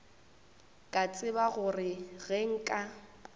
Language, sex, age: Northern Sotho, female, 21